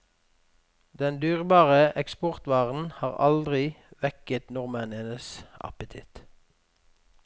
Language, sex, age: Norwegian, male, 46